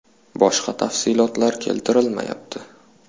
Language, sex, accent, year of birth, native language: Uzbek, male, Toshkent shahri, 2004, Uzbek